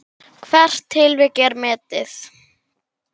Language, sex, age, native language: Icelandic, male, 10, Icelandic